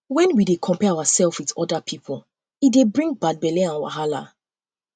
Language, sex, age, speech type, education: Nigerian Pidgin, female, 15-29, spontaneous, tertiary